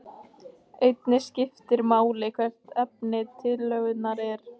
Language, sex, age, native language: Icelandic, female, 15, Icelandic